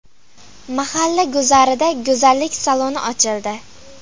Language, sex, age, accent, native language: Uzbek, female, 12-17, Farg'ona, Uzbek